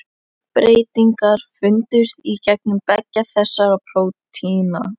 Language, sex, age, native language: Icelandic, female, 11, Icelandic